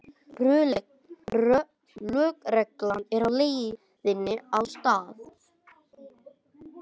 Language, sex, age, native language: Icelandic, male, 18-19, Icelandic